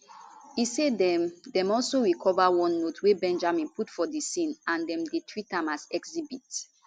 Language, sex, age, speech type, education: Nigerian Pidgin, female, 15-29, spontaneous, tertiary